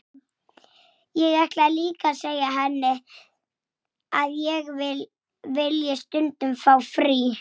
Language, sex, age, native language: Icelandic, female, 6, Icelandic